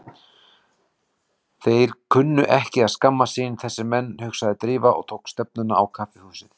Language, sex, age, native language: Icelandic, male, 40-49, Icelandic